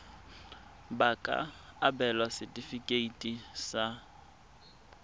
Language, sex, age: Tswana, male, 24